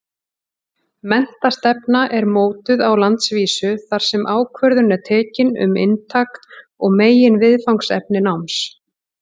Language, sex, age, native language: Icelandic, female, 40-49, Icelandic